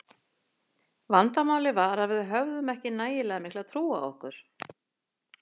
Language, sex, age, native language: Icelandic, female, 40-49, Icelandic